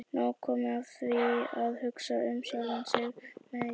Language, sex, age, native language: Icelandic, female, 18-19, Icelandic